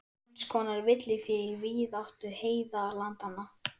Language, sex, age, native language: Icelandic, male, 11, Icelandic